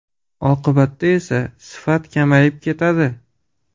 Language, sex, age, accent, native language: Uzbek, male, 25-34, Farg'ona, Uzbek